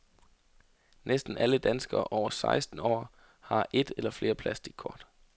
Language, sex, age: Danish, male, 33